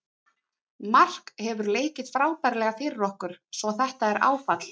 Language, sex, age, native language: Icelandic, female, 30-39, Icelandic